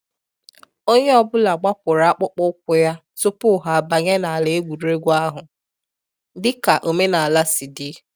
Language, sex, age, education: Igbo, male, 30-45, tertiary